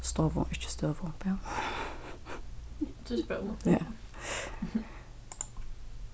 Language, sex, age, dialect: Faroese, female, 15-35, Suðurstreymoy